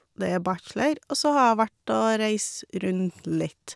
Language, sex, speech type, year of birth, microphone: Norwegian, female, spontaneous, 1982, Shure